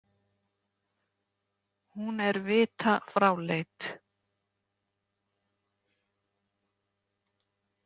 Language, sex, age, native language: Icelandic, female, 50-59, Icelandic